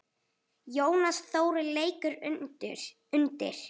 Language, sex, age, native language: Icelandic, female, 8, Icelandic